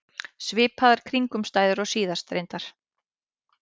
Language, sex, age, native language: Icelandic, female, 30-39, Icelandic